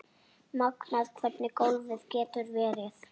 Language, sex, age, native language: Icelandic, female, 6, Icelandic